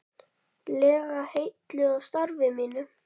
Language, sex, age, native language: Icelandic, male, 10, Icelandic